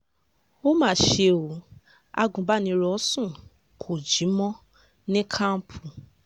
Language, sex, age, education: Yoruba, female, 15-29, tertiary